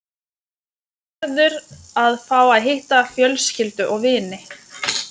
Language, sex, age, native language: Icelandic, female, 20-29, Lithuanian